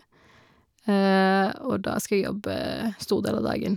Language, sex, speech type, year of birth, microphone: Norwegian, female, spontaneous, 1990, Shure